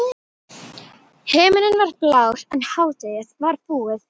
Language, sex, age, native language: Icelandic, female, 12, Icelandic